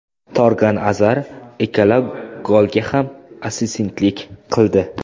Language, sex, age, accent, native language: Uzbek, male, 18-24, Jizzax, Uzbek